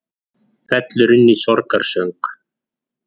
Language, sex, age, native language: Icelandic, male, 40-49, Icelandic